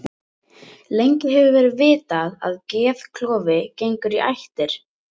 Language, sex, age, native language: Icelandic, female, 18-19, Icelandic